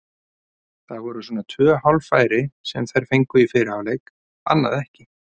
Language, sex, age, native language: Icelandic, male, 30-39, Icelandic